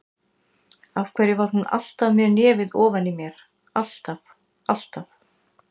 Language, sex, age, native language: Icelandic, female, 60-69, Icelandic